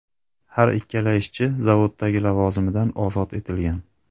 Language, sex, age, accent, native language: Uzbek, male, 25-34, Andijon, Uzbek